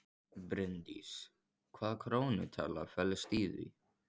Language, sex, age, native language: Icelandic, male, 14, Icelandic